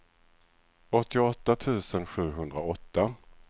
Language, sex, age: Swedish, male, 37